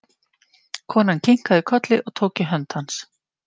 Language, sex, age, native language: Icelandic, female, 50-59, Icelandic